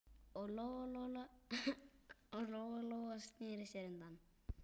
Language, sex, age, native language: Icelandic, male, 9, Icelandic